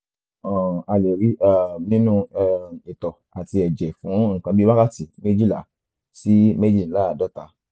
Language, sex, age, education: Yoruba, male, 15-29, tertiary